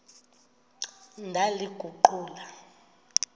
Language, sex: Xhosa, female